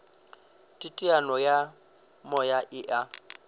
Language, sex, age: Northern Sotho, male, 22